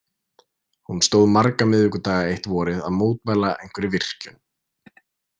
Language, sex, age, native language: Icelandic, male, 20-29, Icelandic